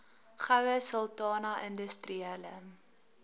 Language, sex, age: Afrikaans, female, 20